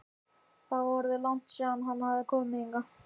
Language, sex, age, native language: Icelandic, male, 13, Icelandic